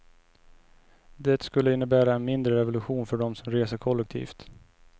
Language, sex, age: Swedish, male, 29